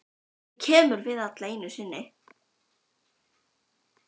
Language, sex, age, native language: Icelandic, female, 12, Icelandic